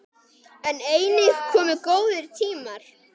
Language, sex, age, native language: Icelandic, male, 10, Icelandic